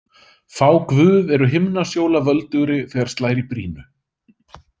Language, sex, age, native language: Icelandic, male, 30-39, Icelandic